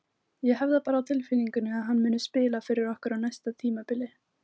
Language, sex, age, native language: Icelandic, female, 18-19, Icelandic